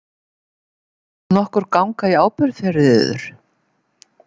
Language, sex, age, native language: Icelandic, female, 70-79, Icelandic